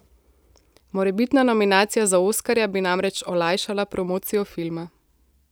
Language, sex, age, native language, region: Slovenian, female, 18-29, Slovenian, Central Slovenia